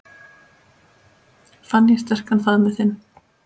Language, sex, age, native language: Icelandic, male, 10, Icelandic